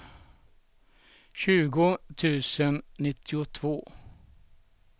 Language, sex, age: Swedish, male, 67